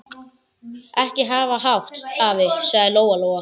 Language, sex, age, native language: Icelandic, male, 11, Icelandic